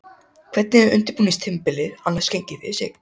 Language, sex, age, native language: Icelandic, male, 18-19, Icelandic